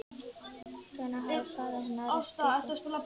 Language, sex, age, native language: Icelandic, male, 11, Icelandic